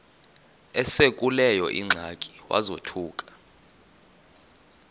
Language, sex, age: Xhosa, male, 24